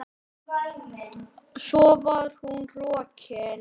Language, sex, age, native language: Icelandic, male, 8, Icelandic